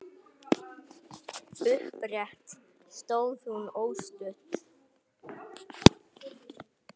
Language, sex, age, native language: Icelandic, male, 9, Icelandic